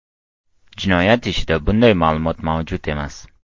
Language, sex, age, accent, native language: Uzbek, male, 12-17, Toshkent viloyati, Uzbek